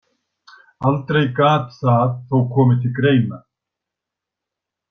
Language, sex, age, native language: Icelandic, male, 60-69, Icelandic